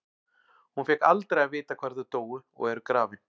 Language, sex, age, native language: Icelandic, male, 40-49, Icelandic